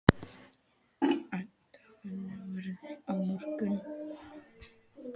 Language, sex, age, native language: Icelandic, male, 12, Icelandic